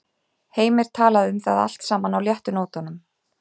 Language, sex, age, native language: Icelandic, female, 30-39, Icelandic